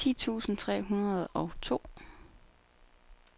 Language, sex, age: Danish, female, 29